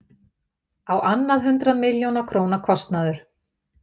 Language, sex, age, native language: Icelandic, female, 50-59, Icelandic